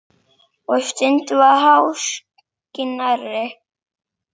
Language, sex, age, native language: Icelandic, female, 7, Icelandic